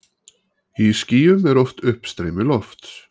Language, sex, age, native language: Icelandic, male, 40-49, Icelandic